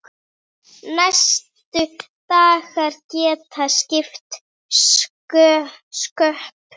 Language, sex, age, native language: Icelandic, female, 8, Icelandic